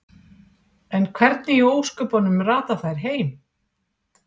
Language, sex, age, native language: Icelandic, female, 40-49, Icelandic